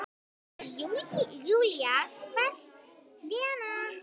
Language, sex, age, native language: Icelandic, female, 10, Icelandic